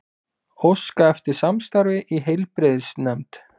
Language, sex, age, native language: Icelandic, male, 20-29, Icelandic